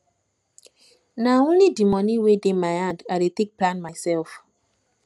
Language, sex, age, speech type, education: Nigerian Pidgin, female, 15-29, spontaneous, tertiary